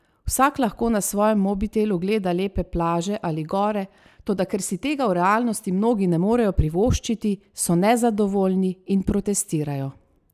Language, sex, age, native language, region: Slovenian, female, 30-49, Slovenian, Savinja region